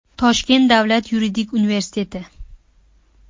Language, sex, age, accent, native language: Uzbek, female, 18-24, Farg'ona, Uzbek